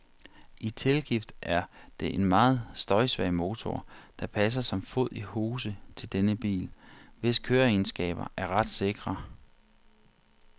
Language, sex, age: Danish, male, 40